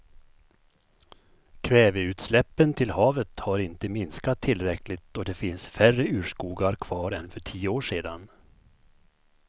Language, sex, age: Swedish, male, 51